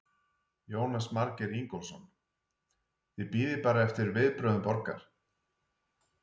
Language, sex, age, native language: Icelandic, male, 40-49, Icelandic